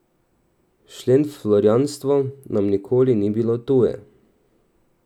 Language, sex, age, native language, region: Slovenian, male, 18-29, Slovenian, Drava region